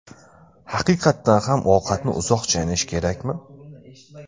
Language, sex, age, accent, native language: Uzbek, male, 18-24, Andijon, Uzbek